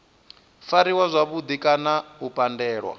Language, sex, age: Venda, male, 23